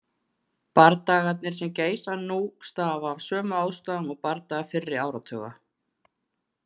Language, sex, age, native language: Icelandic, female, 40-49, Icelandic